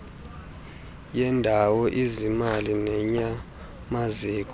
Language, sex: Xhosa, male